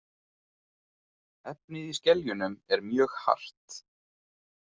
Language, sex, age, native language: Icelandic, male, 20-29, Icelandic